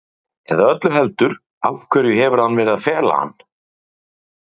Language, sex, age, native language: Icelandic, male, 40-49, Icelandic